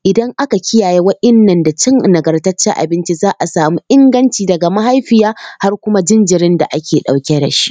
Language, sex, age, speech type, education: Hausa, female, 15-29, spontaneous, tertiary